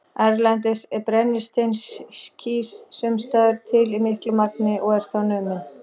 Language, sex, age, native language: Icelandic, female, 40-49, Icelandic